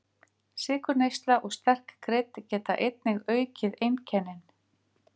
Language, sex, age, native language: Icelandic, female, 50-59, Icelandic